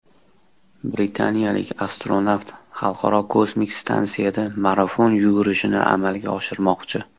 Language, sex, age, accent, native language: Uzbek, male, 19-29, Toshkent shahri, Uzbek